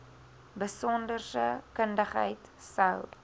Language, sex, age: Afrikaans, female, 20